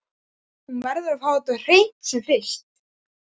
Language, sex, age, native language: Icelandic, male, 12, Icelandic